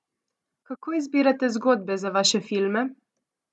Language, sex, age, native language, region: Slovenian, female, 18-29, Slovenian, Coastal Karst region